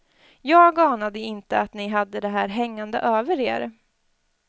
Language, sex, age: Swedish, female, 20